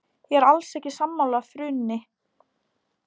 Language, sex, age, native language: Icelandic, female, 18-19, Polish